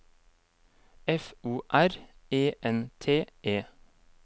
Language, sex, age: Norwegian, male, 23